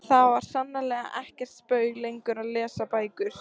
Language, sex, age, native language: Icelandic, female, 14, Icelandic